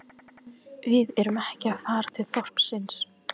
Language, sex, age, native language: Icelandic, female, 14, Icelandic